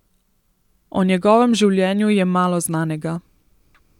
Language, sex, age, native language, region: Slovenian, female, 18-29, Slovenian, Central Slovenia